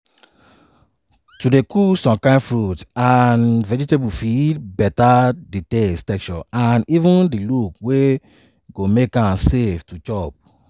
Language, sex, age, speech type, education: Nigerian Pidgin, male, 30-45, spontaneous, tertiary